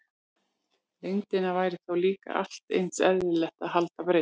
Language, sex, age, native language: Icelandic, female, 40-49, Icelandic